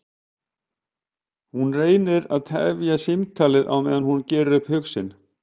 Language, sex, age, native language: Icelandic, male, 50-59, Icelandic